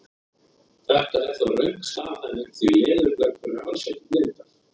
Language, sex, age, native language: Icelandic, male, 30-39, Icelandic